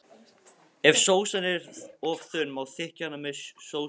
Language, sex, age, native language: Icelandic, male, 15, Icelandic